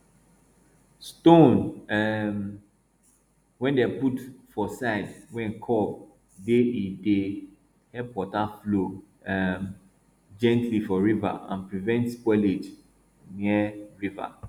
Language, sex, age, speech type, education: Nigerian Pidgin, male, 30-45, spontaneous, tertiary